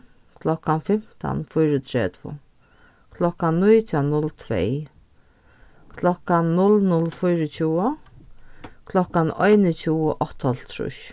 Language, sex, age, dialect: Faroese, female, 36-60, Norðurstreymoy/Eysturoy